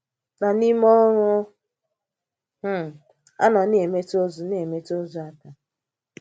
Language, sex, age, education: Igbo, female, 15-29, tertiary